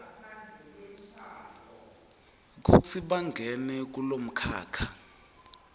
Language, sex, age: Swati, male, 23